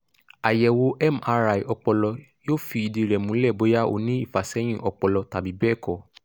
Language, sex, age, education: Yoruba, male, 15-29, tertiary